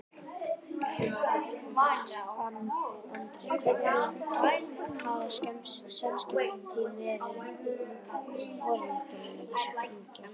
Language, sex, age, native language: Icelandic, female, 11, Icelandic